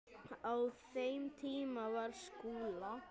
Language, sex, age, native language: Icelandic, male, 9, Icelandic